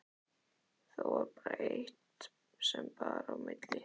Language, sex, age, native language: Icelandic, male, 11, Icelandic